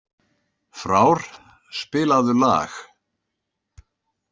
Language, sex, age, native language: Icelandic, male, 70-79, Icelandic